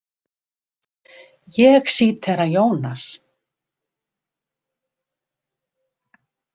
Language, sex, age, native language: Icelandic, female, 70-79, Icelandic